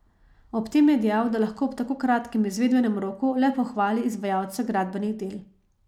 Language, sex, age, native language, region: Slovenian, female, 30-49, Slovenian, Savinja region